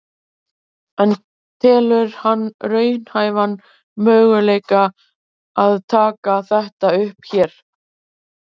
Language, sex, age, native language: Icelandic, female, 30-39, Icelandic